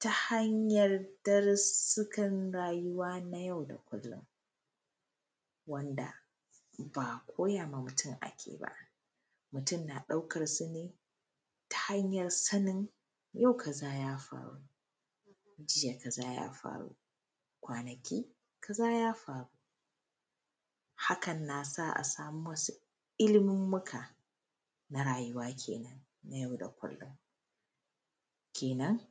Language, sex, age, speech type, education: Hausa, female, 15-29, spontaneous, primary